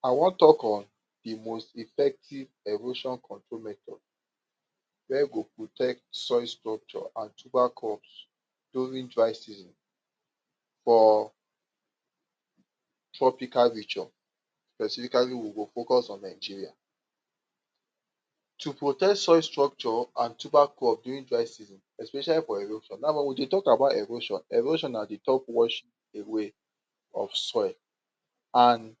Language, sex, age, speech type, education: Nigerian Pidgin, male, 46-60, spontaneous, tertiary